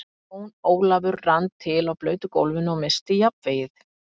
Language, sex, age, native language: Icelandic, female, 50-59, Icelandic